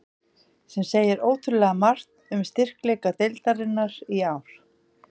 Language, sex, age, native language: Icelandic, female, 50-59, Icelandic